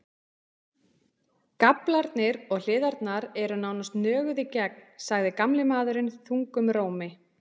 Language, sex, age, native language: Icelandic, female, 30-39, Icelandic